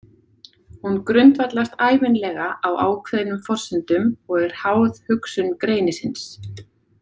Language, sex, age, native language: Icelandic, female, 30-39, Icelandic